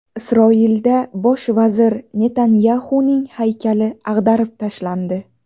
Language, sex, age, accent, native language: Uzbek, female, 19-29, Navoiy, Uzbek